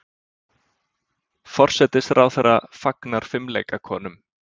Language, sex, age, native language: Icelandic, male, 20-29, Icelandic